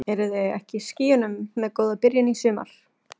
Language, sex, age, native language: Icelandic, female, 30-39, Icelandic